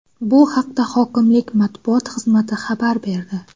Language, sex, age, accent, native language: Uzbek, female, 19-29, Xorazm, Uzbek